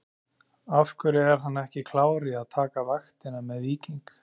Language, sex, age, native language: Icelandic, male, 30-39, Icelandic